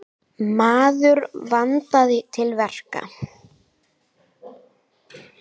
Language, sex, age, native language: Icelandic, male, 9, Icelandic